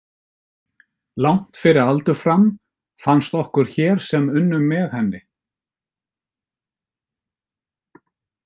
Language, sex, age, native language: Icelandic, male, 50-59, Icelandic